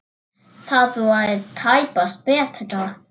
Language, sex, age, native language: Icelandic, male, 7, Icelandic